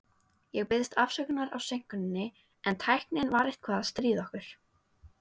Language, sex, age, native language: Icelandic, female, 18-19, Icelandic